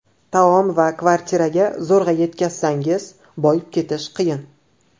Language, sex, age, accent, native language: Uzbek, male, 18-24, Toshkent viloyati, Uzbek